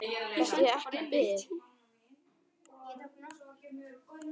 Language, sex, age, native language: Icelandic, male, 9, Icelandic